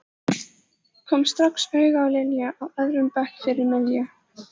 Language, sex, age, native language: Icelandic, female, 14, Icelandic